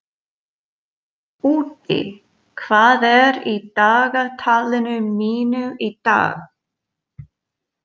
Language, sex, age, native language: Icelandic, female, 40-49, English